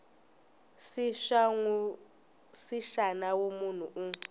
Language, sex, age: Tsonga, female, 20